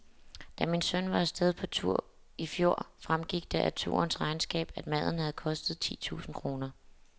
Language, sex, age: Danish, female, 27